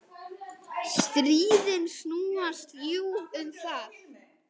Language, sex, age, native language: Icelandic, male, 9, Icelandic